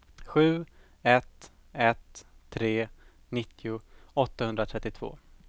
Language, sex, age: Swedish, male, 17